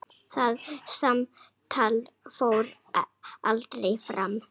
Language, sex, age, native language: Icelandic, male, 6, Icelandic